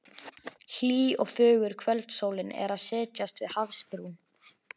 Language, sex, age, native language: Icelandic, male, 11, Icelandic